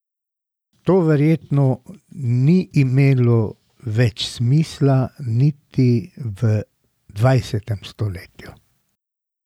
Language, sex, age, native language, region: Slovenian, male, 60+, Slovenian, Drava region